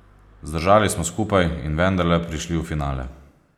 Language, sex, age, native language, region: Slovenian, male, 30-49, Slovenian, Posavska region